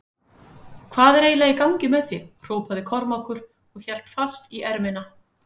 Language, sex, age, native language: Icelandic, female, 50-59, Icelandic